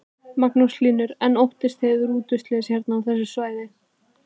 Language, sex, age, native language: Icelandic, female, 12, Icelandic